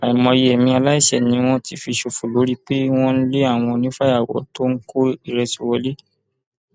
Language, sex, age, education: Yoruba, male, 15-29, tertiary